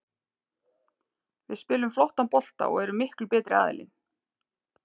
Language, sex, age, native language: Icelandic, female, 30-39, Icelandic